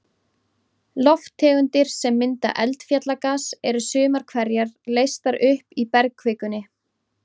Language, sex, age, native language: Icelandic, female, 30-39, Icelandic